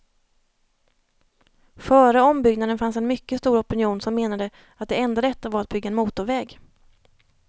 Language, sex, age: Swedish, female, 30